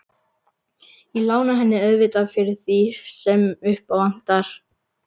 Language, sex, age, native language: Icelandic, male, 11, Icelandic